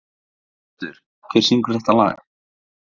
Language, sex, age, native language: Icelandic, male, 18-19, Icelandic